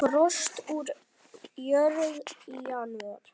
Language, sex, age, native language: Icelandic, male, 10, Icelandic